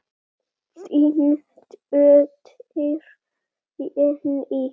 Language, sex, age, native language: Icelandic, male, 7, Icelandic